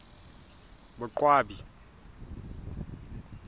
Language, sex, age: Southern Sotho, male, 20